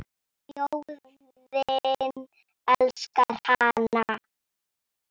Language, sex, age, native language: Icelandic, female, 6, Icelandic